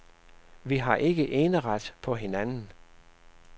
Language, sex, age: Danish, male, 67